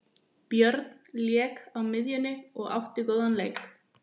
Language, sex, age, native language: Icelandic, female, 20-29, Icelandic